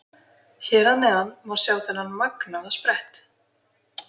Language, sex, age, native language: Icelandic, female, 20-29, Icelandic